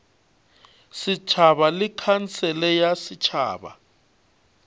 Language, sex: Northern Sotho, male